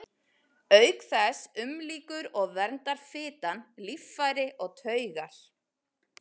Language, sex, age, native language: Icelandic, female, 40-49, Icelandic